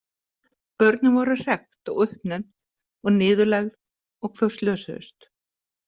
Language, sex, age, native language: Icelandic, female, 50-59, Icelandic